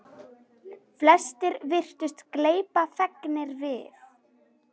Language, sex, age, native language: Icelandic, female, 9, Icelandic